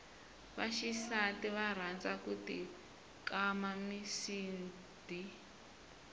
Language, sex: Tsonga, male